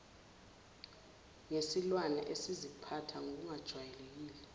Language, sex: Zulu, female